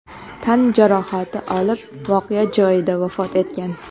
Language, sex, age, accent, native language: Uzbek, female, 18-24, Qoraqalpog'iston, Karakalpak